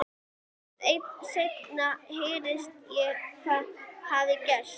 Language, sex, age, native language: Icelandic, female, 11, Icelandic